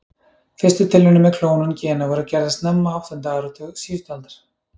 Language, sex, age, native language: Icelandic, male, 30-39, Icelandic